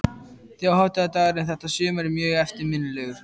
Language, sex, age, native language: Icelandic, male, 14, Icelandic